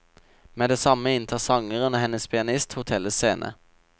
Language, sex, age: Norwegian, male, 27